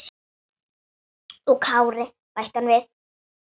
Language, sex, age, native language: Icelandic, female, 8, Icelandic